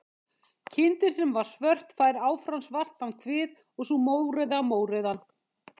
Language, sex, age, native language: Icelandic, female, 50-59, Icelandic